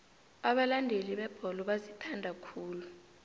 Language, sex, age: South Ndebele, female, 18